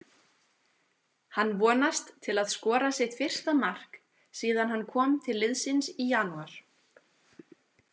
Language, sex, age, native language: Icelandic, female, 20-29, Icelandic